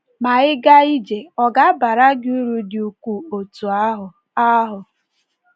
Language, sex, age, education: Igbo, female, 15-29, tertiary